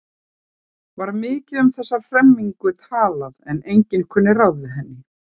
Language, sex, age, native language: Icelandic, female, 40-49, Icelandic